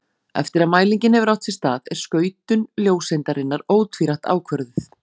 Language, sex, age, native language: Icelandic, female, 40-49, Icelandic